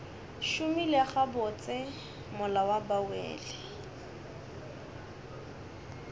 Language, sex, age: Northern Sotho, male, 21